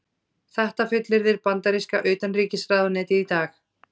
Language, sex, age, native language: Icelandic, female, 30-39, Icelandic